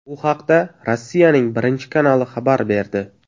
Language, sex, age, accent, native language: Uzbek, male, 18-24, Navoiy, Uzbek